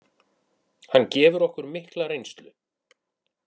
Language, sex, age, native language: Icelandic, male, 40-49, Icelandic